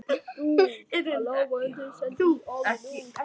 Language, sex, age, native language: Icelandic, male, 10, Icelandic